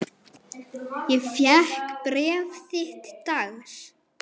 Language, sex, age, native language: Icelandic, male, 9, Icelandic